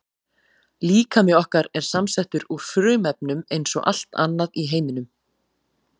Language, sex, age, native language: Icelandic, female, 40-49, Icelandic